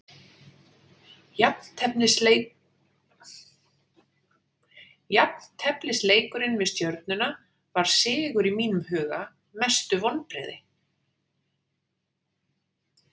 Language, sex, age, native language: Icelandic, female, 40-49, Icelandic